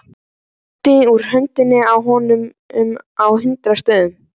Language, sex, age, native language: Icelandic, male, 11, Icelandic